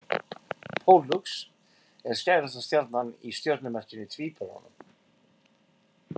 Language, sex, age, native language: Icelandic, male, 50-59, Icelandic